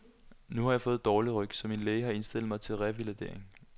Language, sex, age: Danish, male, 21